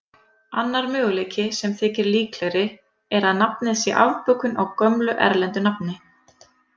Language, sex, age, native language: Icelandic, female, 30-39, Icelandic